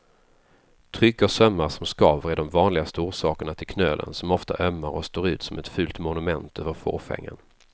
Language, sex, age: Swedish, male, 33